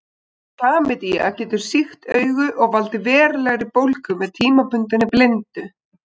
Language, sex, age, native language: Icelandic, female, 20-29, Icelandic